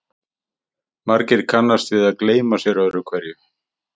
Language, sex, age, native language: Icelandic, male, 50-59, Icelandic